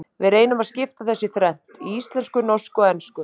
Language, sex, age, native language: Icelandic, female, 30-39, Icelandic